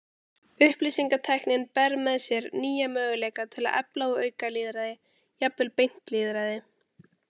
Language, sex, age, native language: Icelandic, female, 18-19, Icelandic